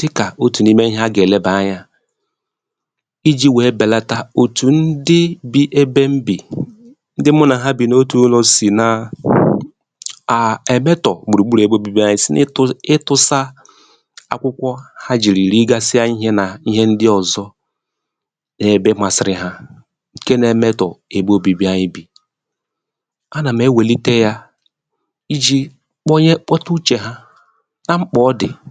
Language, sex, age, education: Igbo, male, 30-45, tertiary